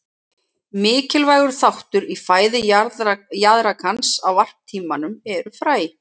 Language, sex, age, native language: Icelandic, female, 30-39, Icelandic